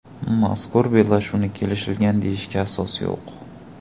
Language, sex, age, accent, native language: Uzbek, male, 18-24, Toshkent shahri, Uzbek